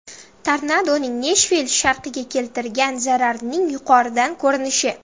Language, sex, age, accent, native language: Uzbek, female, under 19, Samarqand, Uzbek